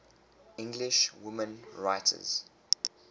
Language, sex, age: English, male, 23